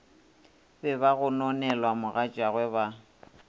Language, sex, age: Northern Sotho, male, 26